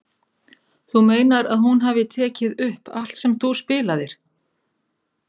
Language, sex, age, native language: Icelandic, female, 30-39, Icelandic